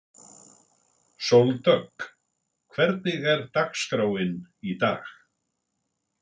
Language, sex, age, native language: Icelandic, male, 60-69, Icelandic